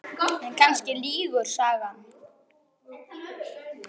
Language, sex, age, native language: Icelandic, male, 9, Icelandic